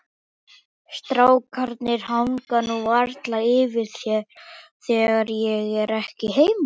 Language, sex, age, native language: Icelandic, male, 18-19, Icelandic